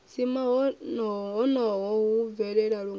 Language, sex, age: Venda, female, 21